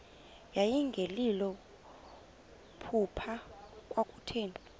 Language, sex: Xhosa, female